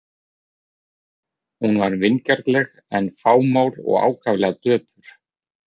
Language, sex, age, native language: Icelandic, male, 40-49, Icelandic